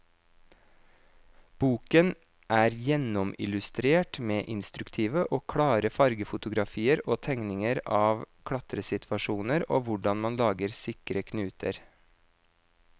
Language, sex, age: Norwegian, male, 26